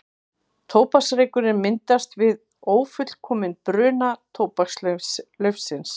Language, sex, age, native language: Icelandic, female, 50-59, Icelandic